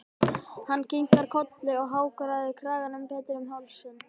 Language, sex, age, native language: Icelandic, male, 12, Icelandic